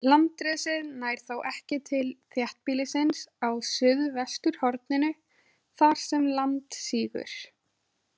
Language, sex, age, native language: Icelandic, female, 20-29, Icelandic